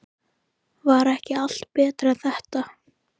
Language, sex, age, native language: Icelandic, female, 13, Icelandic